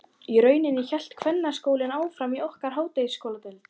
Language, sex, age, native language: Icelandic, female, 14, Icelandic